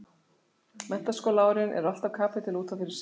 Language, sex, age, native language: Icelandic, female, 60-69, Icelandic